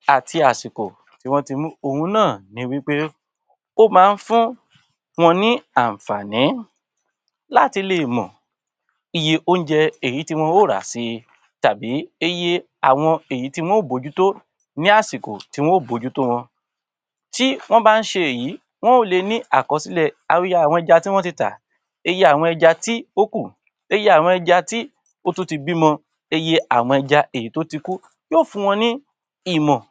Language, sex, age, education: Yoruba, male, 60+, tertiary